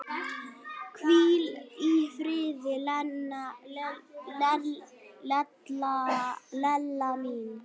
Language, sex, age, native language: Icelandic, female, 9, Icelandic